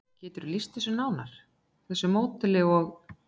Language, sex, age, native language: Icelandic, female, 40-49, Icelandic